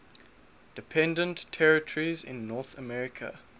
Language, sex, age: English, male, 21